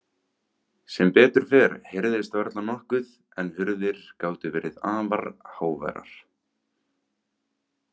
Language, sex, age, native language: Icelandic, male, 18-19, Icelandic